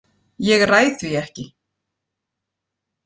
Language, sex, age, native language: Icelandic, female, 40-49, Icelandic